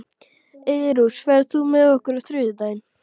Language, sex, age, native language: Icelandic, female, 12, Icelandic